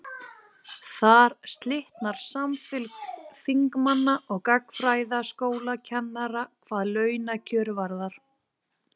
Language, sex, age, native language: Icelandic, female, 20-29, Icelandic